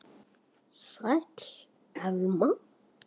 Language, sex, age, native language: Icelandic, male, 8, Icelandic